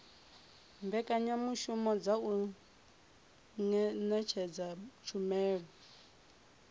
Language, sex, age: Venda, female, 24